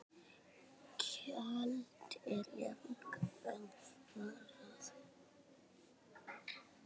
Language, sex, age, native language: Icelandic, female, 10, Icelandic